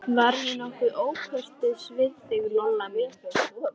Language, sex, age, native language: Icelandic, female, 13, Icelandic